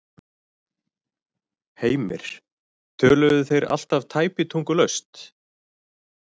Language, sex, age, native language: Icelandic, male, 40-49, Icelandic